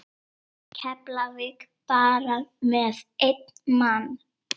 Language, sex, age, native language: Icelandic, female, 8, Icelandic